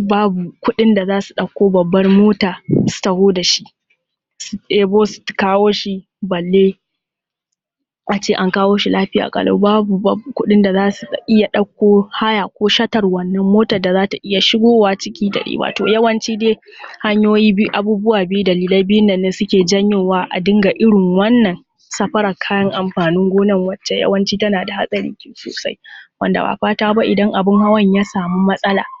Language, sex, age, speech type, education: Hausa, female, 15-29, spontaneous, secondary